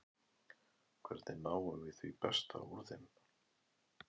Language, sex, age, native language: Icelandic, male, 11, Icelandic